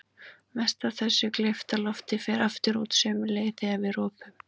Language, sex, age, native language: Icelandic, female, 20-29, Icelandic